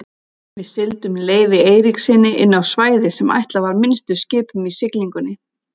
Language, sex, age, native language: Icelandic, female, 30-39, Icelandic